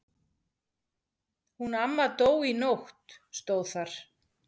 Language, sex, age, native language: Icelandic, female, 40-49, Icelandic